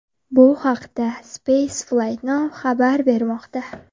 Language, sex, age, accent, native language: Uzbek, female, 18-24, Navoiy, Uzbek